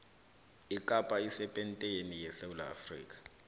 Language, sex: South Ndebele, male